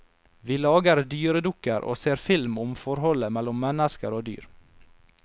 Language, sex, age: Norwegian, male, 22